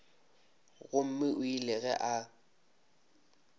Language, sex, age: Northern Sotho, male, 26